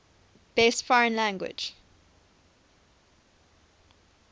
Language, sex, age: English, female, 21